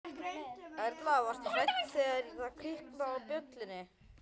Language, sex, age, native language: Icelandic, male, 11, Icelandic